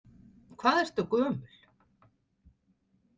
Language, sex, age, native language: Icelandic, female, 60-69, Icelandic